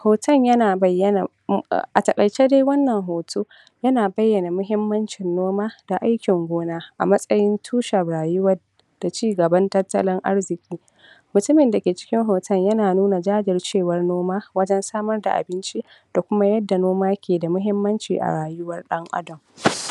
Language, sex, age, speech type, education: Hausa, female, 46-60, spontaneous, tertiary